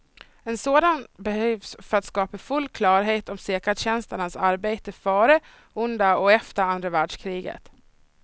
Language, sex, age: Swedish, female, 26